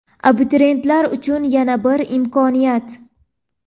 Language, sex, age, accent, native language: Uzbek, female, 18-24, Toshkent viloyati, Uzbek